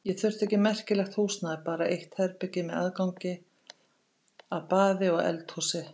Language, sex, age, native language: Icelandic, female, 50-59, Icelandic